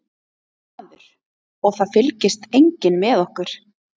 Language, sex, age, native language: Icelandic, female, 30-39, Icelandic